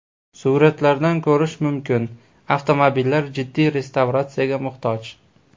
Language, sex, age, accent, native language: Uzbek, male, 18-24, Farg'ona, Uzbek